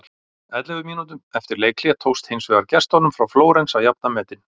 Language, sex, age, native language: Icelandic, male, 40-49, Icelandic